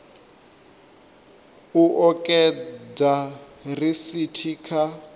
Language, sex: Venda, male